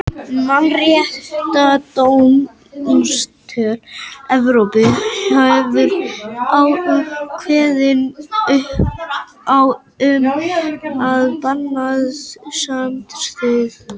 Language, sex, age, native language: Icelandic, male, 18-19, Icelandic